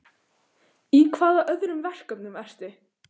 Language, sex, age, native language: Icelandic, female, 15, Icelandic